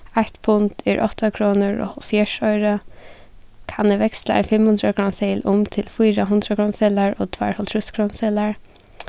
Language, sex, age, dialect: Faroese, female, 15-35, Suðuroy